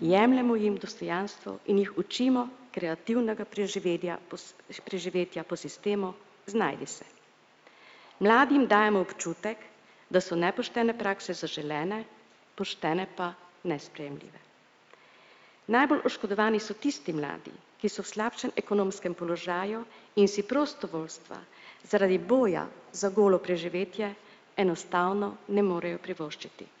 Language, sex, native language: Slovenian, female, Slovenian